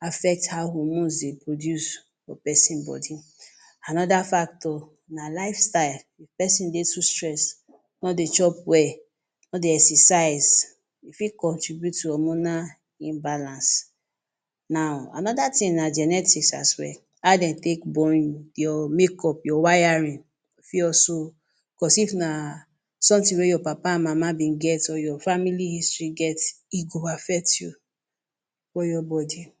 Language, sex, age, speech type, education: Nigerian Pidgin, female, 30-45, spontaneous, tertiary